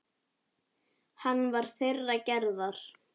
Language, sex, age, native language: Icelandic, female, 10, Icelandic